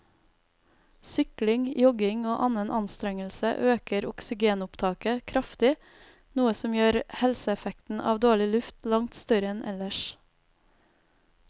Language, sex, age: Norwegian, female, 32